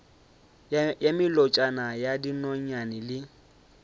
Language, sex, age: Northern Sotho, male, 25